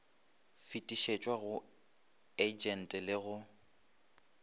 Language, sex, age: Northern Sotho, male, 23